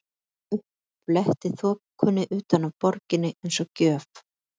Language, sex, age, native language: Icelandic, female, 50-59, Icelandic